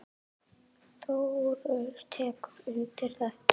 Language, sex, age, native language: Icelandic, female, 7, Icelandic